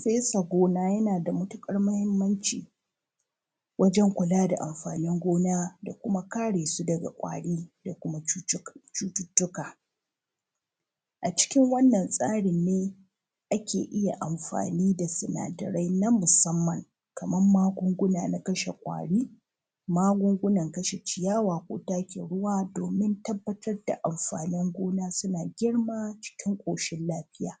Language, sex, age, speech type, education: Hausa, female, 30-45, spontaneous, tertiary